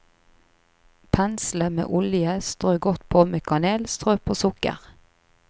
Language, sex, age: Norwegian, female, 38